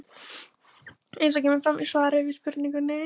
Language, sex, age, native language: Icelandic, female, 20-29, Icelandic